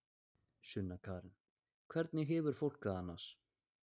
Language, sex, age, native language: Icelandic, male, 20-29, Icelandic